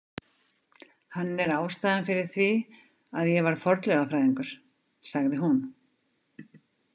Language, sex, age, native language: Icelandic, female, 50-59, Icelandic